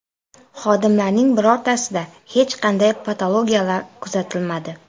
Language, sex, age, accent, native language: Uzbek, female, 25-34, Toshkent shahri, Uzbek